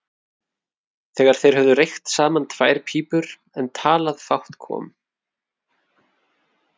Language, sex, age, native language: Icelandic, male, 30-39, Icelandic